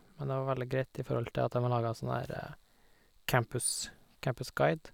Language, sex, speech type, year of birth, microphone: Norwegian, male, spontaneous, 1988, Sennheiser